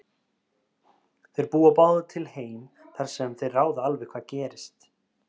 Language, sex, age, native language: Icelandic, male, 30-39, Icelandic